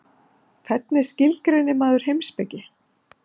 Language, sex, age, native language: Icelandic, female, 50-59, Icelandic